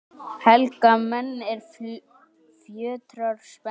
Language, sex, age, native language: Icelandic, male, 10, Icelandic